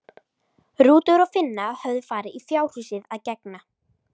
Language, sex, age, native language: Icelandic, female, 13, Icelandic